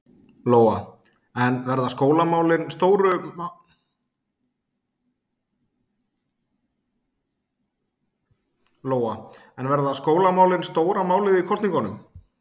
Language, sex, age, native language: Icelandic, male, 30-39, Icelandic